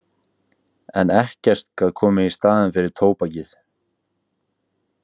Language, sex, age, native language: Icelandic, male, 18-19, Icelandic